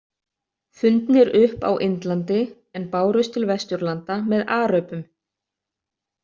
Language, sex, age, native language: Icelandic, other, 30-39, Icelandic